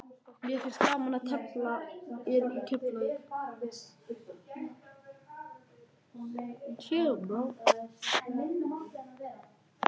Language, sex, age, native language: Icelandic, male, 11, Icelandic